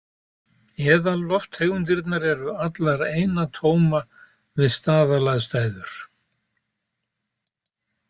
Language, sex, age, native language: Icelandic, male, 70-79, Icelandic